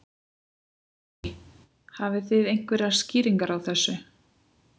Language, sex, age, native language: Icelandic, female, 20-29, Icelandic